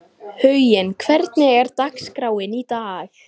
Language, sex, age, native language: Icelandic, female, 18-19, Icelandic